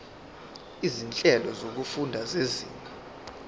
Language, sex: Zulu, male